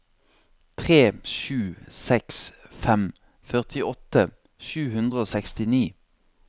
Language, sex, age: Norwegian, male, 26